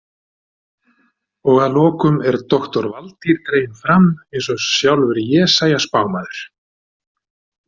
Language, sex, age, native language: Icelandic, male, 60-69, Icelandic